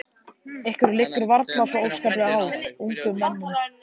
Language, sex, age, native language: Icelandic, male, 13, Icelandic